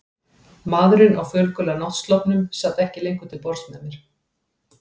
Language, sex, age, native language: Icelandic, female, 40-49, Icelandic